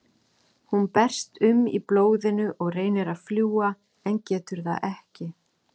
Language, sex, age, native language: Icelandic, female, 40-49, Icelandic